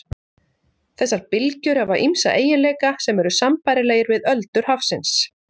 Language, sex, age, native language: Icelandic, female, 40-49, Icelandic